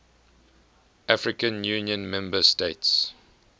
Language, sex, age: English, male, 21